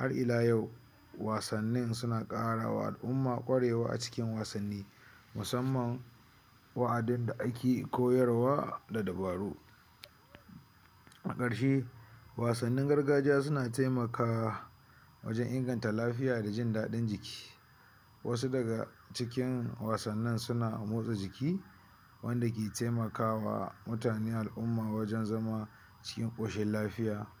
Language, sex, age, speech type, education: Hausa, male, 60+, spontaneous, tertiary